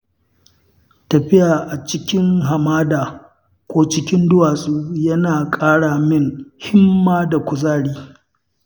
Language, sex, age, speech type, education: Hausa, male, 60+, read, tertiary